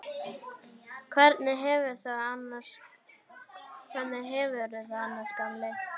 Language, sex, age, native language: Icelandic, female, 9, Icelandic